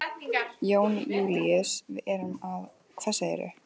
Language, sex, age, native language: Icelandic, female, 14, Icelandic